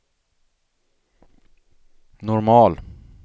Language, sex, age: Swedish, male, 35